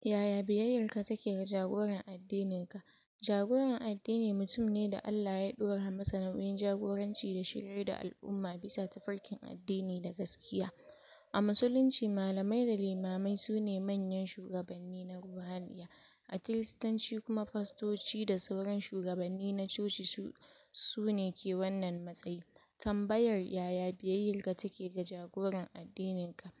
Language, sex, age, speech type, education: Hausa, female, 46-60, spontaneous, tertiary